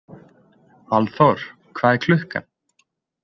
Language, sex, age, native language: Icelandic, male, 20-29, Icelandic